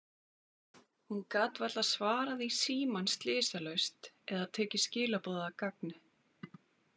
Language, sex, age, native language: Icelandic, female, 40-49, Icelandic